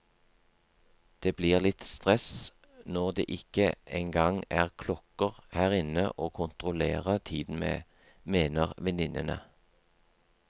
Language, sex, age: Norwegian, male, 43